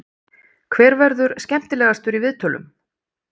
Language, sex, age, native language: Icelandic, female, 30-39, Icelandic